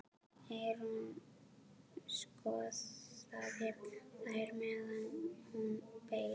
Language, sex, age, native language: Icelandic, female, 12, Icelandic